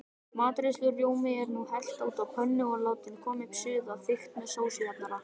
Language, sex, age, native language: Icelandic, male, 18-19, Icelandic